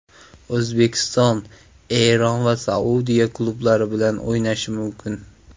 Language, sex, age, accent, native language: Uzbek, male, 19-29, Samarqand, Uzbek